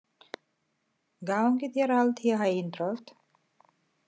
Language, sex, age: Icelandic, female, 50-59